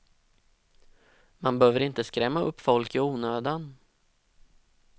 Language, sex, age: Swedish, male, 32